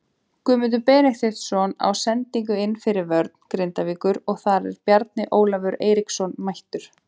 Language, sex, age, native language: Icelandic, female, 20-29, Icelandic